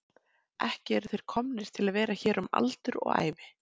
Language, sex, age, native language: Icelandic, female, 20-29, Icelandic